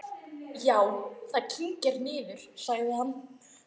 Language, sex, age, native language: Icelandic, female, 13, Icelandic